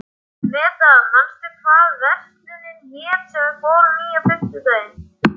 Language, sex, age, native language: Icelandic, male, 11, Icelandic